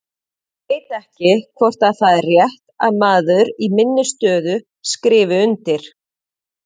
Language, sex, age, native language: Icelandic, female, 40-49, Icelandic